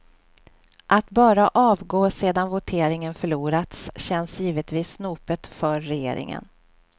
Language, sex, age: Swedish, female, 46